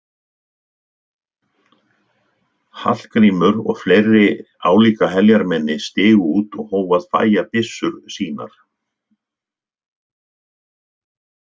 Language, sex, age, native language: Icelandic, male, 60-69, Icelandic